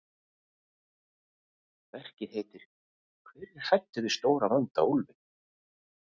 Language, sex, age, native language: Icelandic, male, 50-59, Icelandic